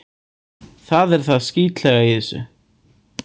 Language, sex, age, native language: Icelandic, male, 18-19, Icelandic